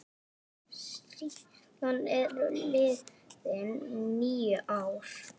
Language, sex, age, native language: Icelandic, male, 6, Icelandic